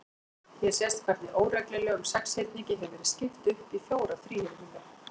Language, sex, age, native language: Icelandic, female, 40-49, Icelandic